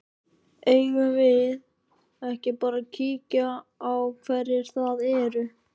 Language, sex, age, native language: Icelandic, male, 13, Icelandic